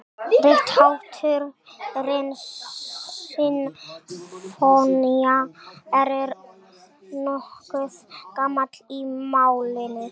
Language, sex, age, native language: Icelandic, female, 30-39, Icelandic